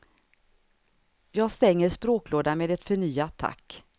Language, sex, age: Swedish, female, 59